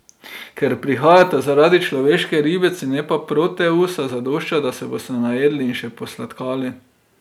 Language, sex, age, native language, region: Slovenian, male, 30-49, Slovenian, Drava region